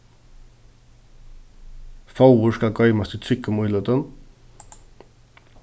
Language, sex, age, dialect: Faroese, male, 15-35, Suðurstreymoy